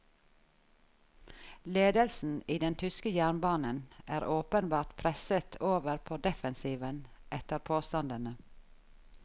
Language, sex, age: Norwegian, female, 51